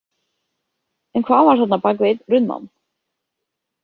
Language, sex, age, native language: Icelandic, female, 30-39, Icelandic